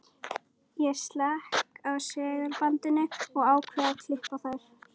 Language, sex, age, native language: Icelandic, female, 11, Icelandic